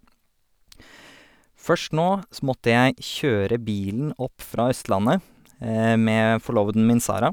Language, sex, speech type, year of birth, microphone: Norwegian, male, spontaneous, 1988, Sennheiser